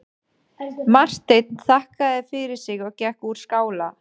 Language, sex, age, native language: Icelandic, male, 12, Danish